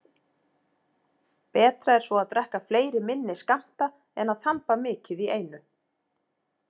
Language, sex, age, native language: Icelandic, female, 40-49, Icelandic